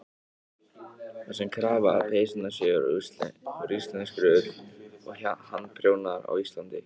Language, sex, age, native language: Icelandic, male, 18-19, Icelandic